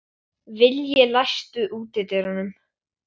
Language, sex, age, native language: Icelandic, male, 12, Icelandic